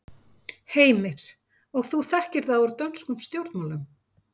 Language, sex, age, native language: Icelandic, female, 50-59, Icelandic